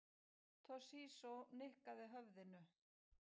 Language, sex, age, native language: Icelandic, female, 50-59, Icelandic